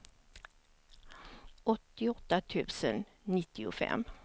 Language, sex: Swedish, female